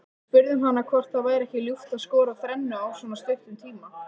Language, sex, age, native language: Icelandic, female, 18-19, Icelandic